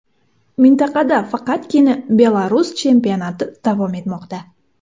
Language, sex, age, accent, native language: Uzbek, female, 18-24, Samarqand, Uzbek